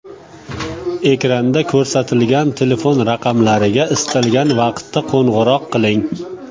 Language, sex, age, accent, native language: Uzbek, male, 19-29, Namangan, Uzbek